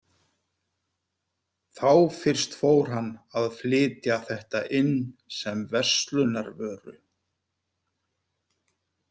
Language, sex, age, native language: Icelandic, male, 50-59, Icelandic